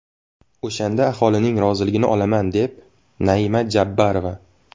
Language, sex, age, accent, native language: Uzbek, male, 19-29, Xorazm, Uzbek